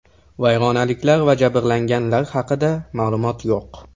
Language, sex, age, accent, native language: Uzbek, male, 18-24, Toshkent shahri, Uzbek